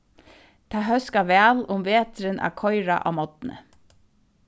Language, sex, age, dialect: Faroese, female, 36-60, Suðurstreymoy